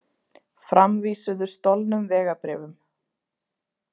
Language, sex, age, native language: Icelandic, female, 20-29, Icelandic